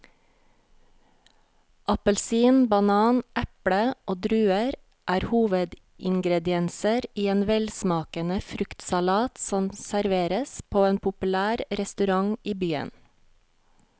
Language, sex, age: Norwegian, female, 40